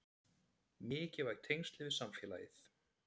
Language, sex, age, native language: Icelandic, male, 30-39, Icelandic